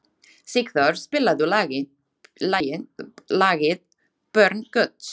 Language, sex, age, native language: Icelandic, female, 20-29, Slovak